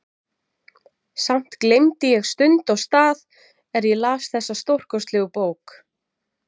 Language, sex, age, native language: Icelandic, female, 40-49, Icelandic